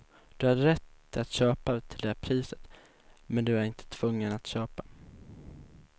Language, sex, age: Swedish, male, 19